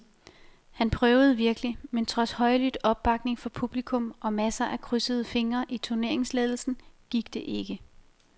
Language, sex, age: Danish, female, 28